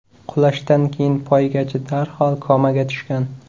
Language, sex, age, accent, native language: Uzbek, male, 18-24, Qashqadaryo, Uzbek